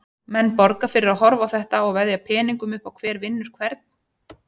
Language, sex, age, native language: Icelandic, female, 30-39, Icelandic